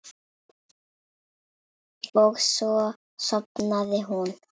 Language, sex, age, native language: Icelandic, female, 8, Icelandic